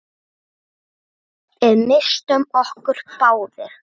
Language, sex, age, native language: Icelandic, male, 6, Icelandic